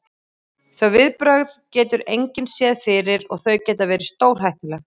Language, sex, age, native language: Icelandic, female, 30-39, Icelandic